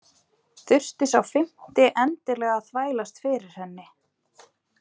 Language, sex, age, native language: Icelandic, female, 20-29, Icelandic